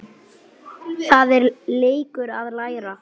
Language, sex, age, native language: Icelandic, female, 8, Icelandic